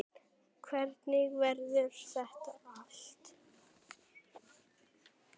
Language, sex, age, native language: Icelandic, female, 9, Icelandic